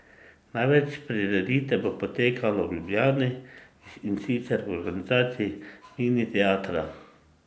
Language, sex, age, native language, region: Slovenian, male, 50-59, Slovenian, Drava region